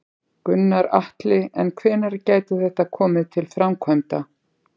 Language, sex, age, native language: Icelandic, female, 50-59, Icelandic